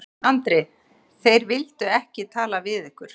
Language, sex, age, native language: Icelandic, female, 50-59, Icelandic